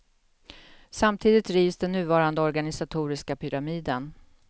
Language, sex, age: Swedish, female, 48